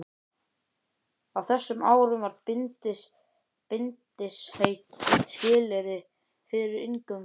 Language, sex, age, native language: Icelandic, male, 11, Icelandic